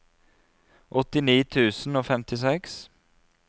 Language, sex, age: Norwegian, male, 33